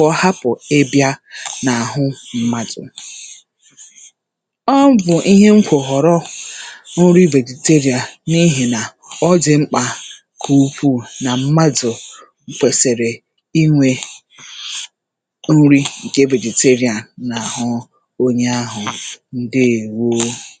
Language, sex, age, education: Igbo, female, 30-45, tertiary